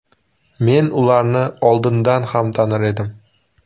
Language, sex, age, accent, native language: Uzbek, male, 18-24, Sirdaryo, Uzbek